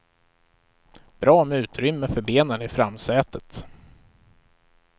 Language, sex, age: Swedish, male, 35